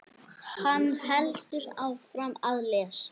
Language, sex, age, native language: Icelandic, male, 8, Icelandic